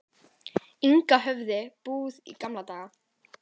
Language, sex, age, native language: Icelandic, female, 18-19, Icelandic